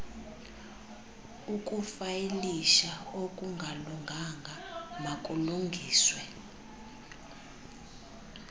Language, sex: Xhosa, female